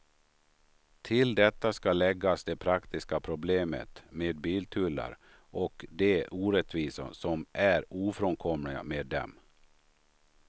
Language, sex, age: Swedish, male, 53